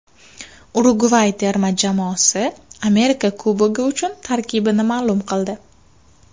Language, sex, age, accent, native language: Uzbek, female, 19-29, Farg'ona, Uzbek